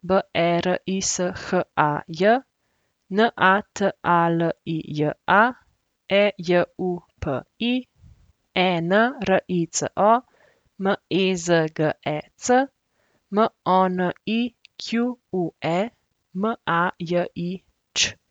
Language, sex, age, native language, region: Slovenian, female, 18-29, Slovenian, Central Slovenia